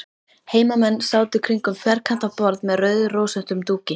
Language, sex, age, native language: Icelandic, female, 13, Icelandic